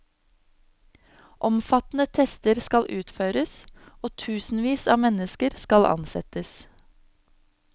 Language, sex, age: Norwegian, female, 26